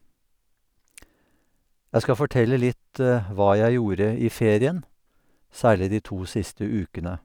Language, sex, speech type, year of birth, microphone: Norwegian, male, spontaneous, 1952, Sennheiser